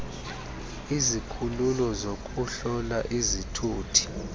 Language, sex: Xhosa, male